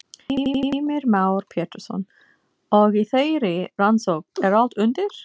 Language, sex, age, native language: Icelandic, female, 40-49, English